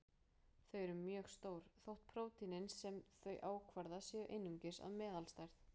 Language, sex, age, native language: Icelandic, female, 20-29, Icelandic